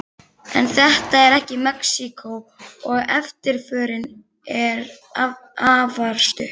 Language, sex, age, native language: Icelandic, female, 11, Icelandic